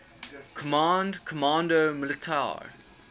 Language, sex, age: English, male, 19